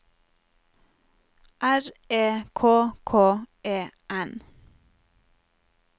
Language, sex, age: Norwegian, female, 30